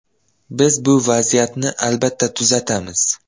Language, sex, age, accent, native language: Uzbek, male, 12-17, Toshkent viloyati, Uzbek